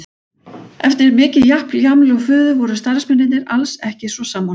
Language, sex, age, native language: Icelandic, female, 40-49, Icelandic